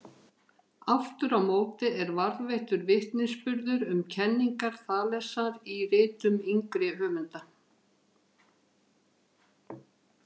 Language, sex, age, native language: Icelandic, female, 50-59, Icelandic